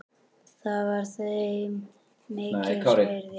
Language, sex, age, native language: Icelandic, male, 10, Icelandic